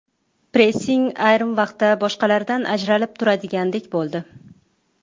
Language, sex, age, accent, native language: Uzbek, female, 25-34, Toshkent shahri, Uzbek